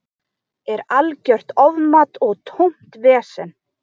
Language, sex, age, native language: Icelandic, female, 20-29, Icelandic